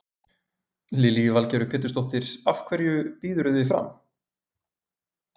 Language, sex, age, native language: Icelandic, male, 20-29, Icelandic